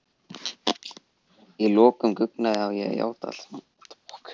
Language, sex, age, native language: Icelandic, male, 14, Icelandic